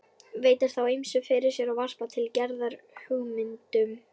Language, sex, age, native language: Icelandic, female, 11, Icelandic